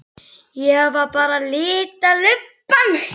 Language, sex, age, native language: Icelandic, female, 11, Icelandic